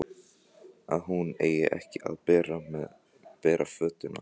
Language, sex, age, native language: Icelandic, other, 14, Icelandic